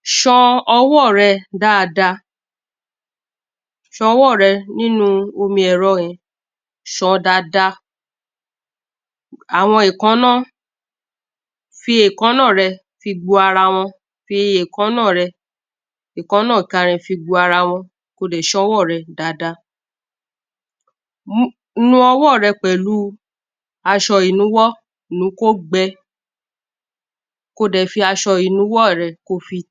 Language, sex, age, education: Yoruba, female, 30-45, tertiary